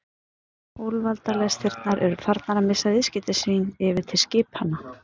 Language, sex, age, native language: Icelandic, female, 50-59, Icelandic